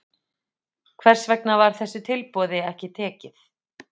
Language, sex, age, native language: Icelandic, female, 40-49, Icelandic